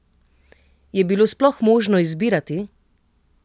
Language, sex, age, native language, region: Slovenian, female, 30-49, Slovenian, Central Slovenia